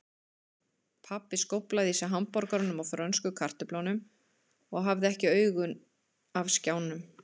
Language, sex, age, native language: Icelandic, female, 30-39, Icelandic